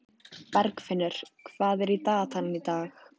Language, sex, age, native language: Icelandic, female, 14, Icelandic